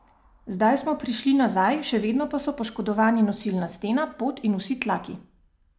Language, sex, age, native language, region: Slovenian, female, 30-49, Slovenian, Savinja region